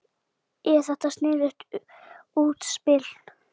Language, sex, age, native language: Icelandic, female, 7, Icelandic